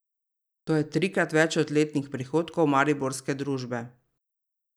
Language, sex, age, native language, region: Slovenian, female, 30-49, Slovenian, Drava region